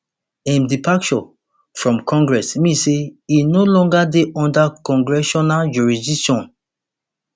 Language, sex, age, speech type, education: Nigerian Pidgin, male, 30-45, spontaneous, tertiary